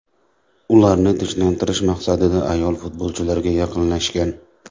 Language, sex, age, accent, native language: Uzbek, male, 25-34, Toshkent viloyati, Uzbek